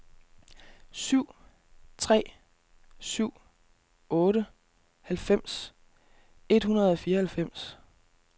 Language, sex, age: Danish, male, 32